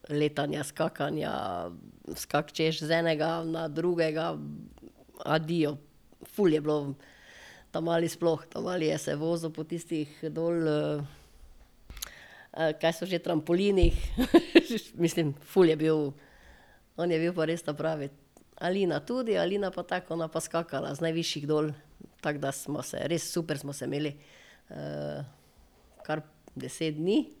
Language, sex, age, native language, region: Slovenian, female, 50-59, Slovenian, Drava region